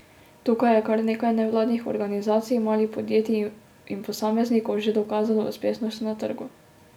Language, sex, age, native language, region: Slovenian, female, 18-29, Slovenian, Drava region